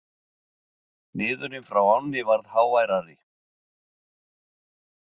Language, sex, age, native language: Icelandic, male, 60-69, Icelandic